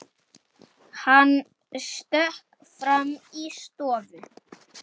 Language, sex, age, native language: Icelandic, male, 8, Icelandic